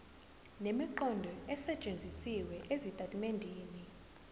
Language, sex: Zulu, female